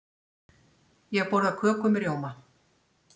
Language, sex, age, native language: Icelandic, female, 60-69, Icelandic